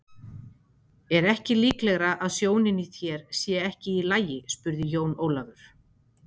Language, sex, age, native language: Icelandic, female, 50-59, Icelandic